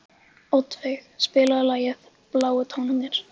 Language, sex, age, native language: Icelandic, female, 15, Icelandic